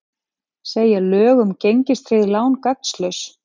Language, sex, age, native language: Icelandic, female, 40-49, Icelandic